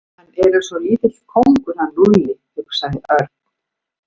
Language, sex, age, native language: Icelandic, female, 50-59, Icelandic